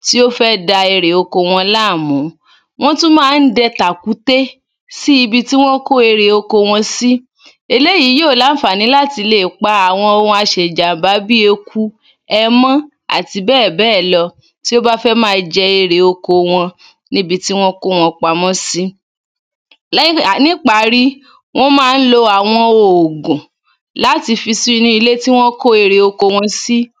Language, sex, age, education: Yoruba, female, 30-45, tertiary